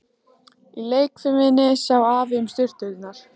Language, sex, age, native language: Icelandic, female, 14, Icelandic